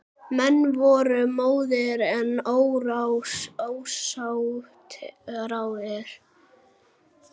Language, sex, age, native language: Icelandic, male, 9, Icelandic